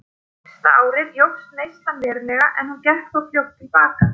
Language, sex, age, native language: Icelandic, female, 30-39, Icelandic